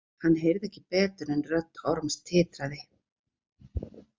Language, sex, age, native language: Icelandic, female, 40-49, Icelandic